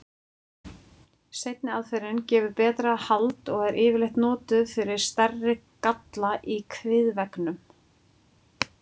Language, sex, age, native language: Icelandic, female, 40-49, Icelandic